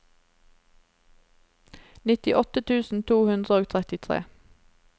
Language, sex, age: Norwegian, female, 27